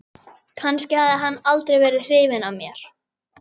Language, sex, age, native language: Icelandic, female, 11, Icelandic